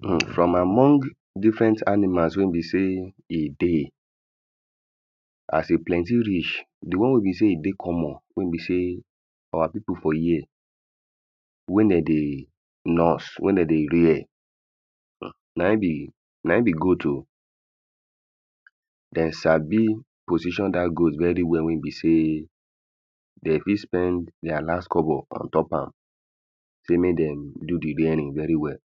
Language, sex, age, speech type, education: Nigerian Pidgin, male, 30-45, spontaneous, primary